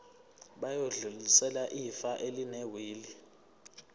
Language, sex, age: Zulu, male, 24